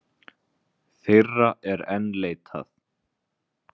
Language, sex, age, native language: Icelandic, male, 20-29, Icelandic